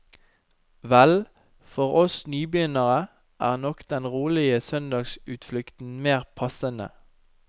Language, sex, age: Norwegian, male, 29